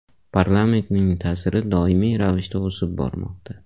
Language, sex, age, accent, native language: Uzbek, male, 25-34, Namangan, Uzbek